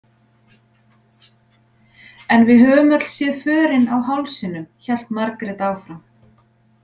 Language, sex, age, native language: Icelandic, female, 40-49, Icelandic